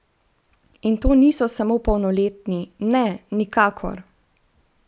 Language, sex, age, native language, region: Slovenian, female, 18-29, Slovenian, Central Slovenia